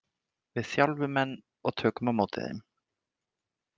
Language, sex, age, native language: Icelandic, male, 20-29, Icelandic